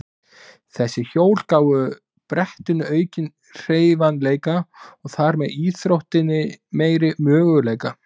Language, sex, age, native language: Icelandic, male, 20-29, Icelandic